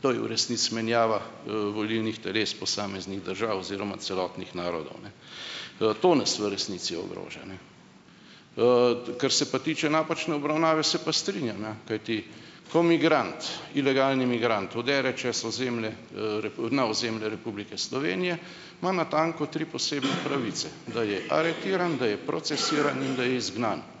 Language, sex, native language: Slovenian, male, Slovenian